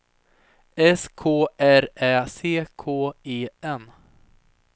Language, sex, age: Swedish, female, 30